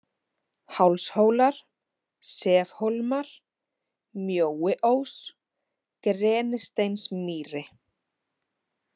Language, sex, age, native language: Icelandic, female, 30-39, Icelandic